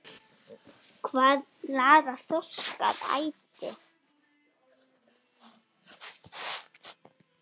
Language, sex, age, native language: Icelandic, female, 9, Icelandic